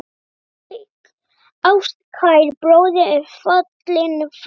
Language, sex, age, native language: Icelandic, male, 9, Icelandic